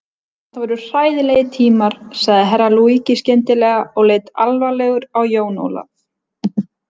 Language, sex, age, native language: Icelandic, female, 20-29, Icelandic